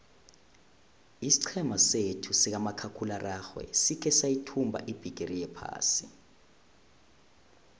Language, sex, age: South Ndebele, male, 20